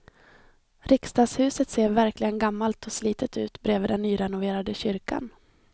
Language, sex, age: Swedish, female, 26